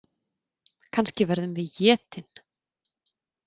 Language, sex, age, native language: Icelandic, female, 30-39, Icelandic